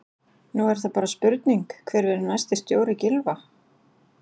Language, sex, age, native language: Icelandic, female, 40-49, Icelandic